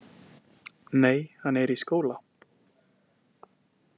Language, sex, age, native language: Icelandic, male, 20-29, Icelandic